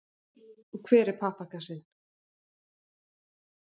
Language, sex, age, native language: Icelandic, female, 40-49, Icelandic